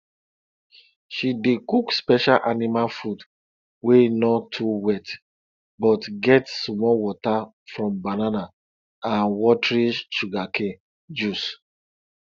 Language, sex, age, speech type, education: Nigerian Pidgin, male, 30-45, spontaneous, tertiary